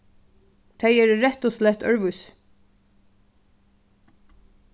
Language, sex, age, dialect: Faroese, female, 15-35, Suðuroy